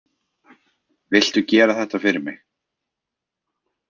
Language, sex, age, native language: Icelandic, male, 20-29, Icelandic